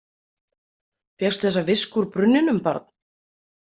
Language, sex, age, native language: Icelandic, female, 30-39, Icelandic